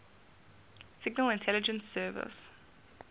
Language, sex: English, female